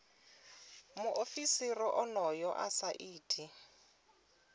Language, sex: Venda, female